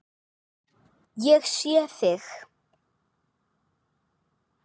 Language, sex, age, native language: Icelandic, male, 8, Icelandic